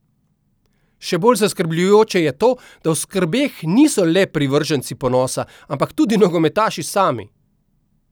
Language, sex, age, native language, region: Slovenian, male, 50-59, Slovenian, Central Slovenia